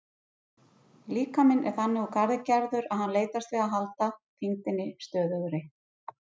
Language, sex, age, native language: Icelandic, female, 50-59, Icelandic